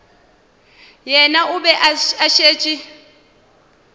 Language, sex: Northern Sotho, female